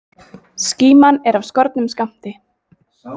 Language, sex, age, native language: Icelandic, female, 20-29, Icelandic